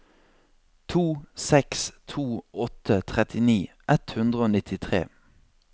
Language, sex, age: Norwegian, male, 26